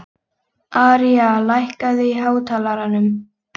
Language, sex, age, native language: Icelandic, female, 18-19, Icelandic